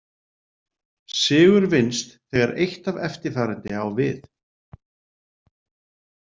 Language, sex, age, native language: Icelandic, male, 40-49, Icelandic